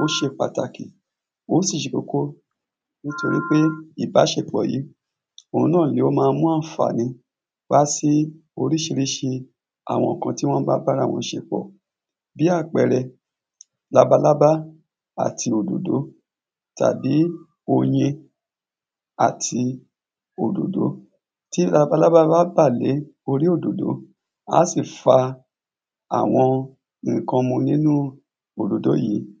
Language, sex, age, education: Yoruba, male, 30-45, secondary